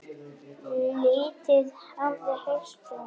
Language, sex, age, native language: Icelandic, female, 10, Icelandic